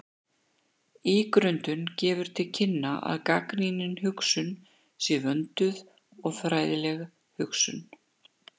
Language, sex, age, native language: Icelandic, female, 60-69, Icelandic